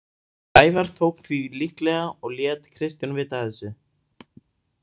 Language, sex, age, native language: Icelandic, male, 18-19, Icelandic